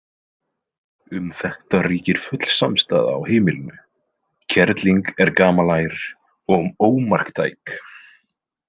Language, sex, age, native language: Icelandic, male, 20-29, Icelandic